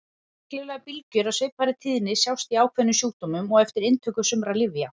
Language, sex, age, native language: Icelandic, female, 40-49, Icelandic